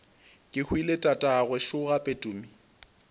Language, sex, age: Northern Sotho, male, 20